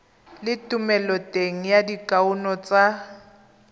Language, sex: Tswana, female